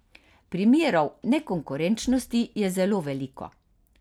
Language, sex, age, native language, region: Slovenian, female, 50-59, Slovenian, Carinthia region